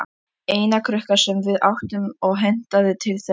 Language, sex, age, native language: Icelandic, female, 11, Icelandic